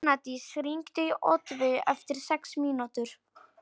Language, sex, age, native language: Icelandic, male, 40-49, Polish